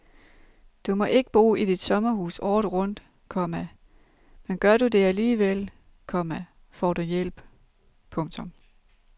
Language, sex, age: Danish, female, 32